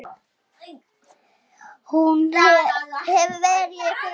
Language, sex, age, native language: Icelandic, female, 8, Icelandic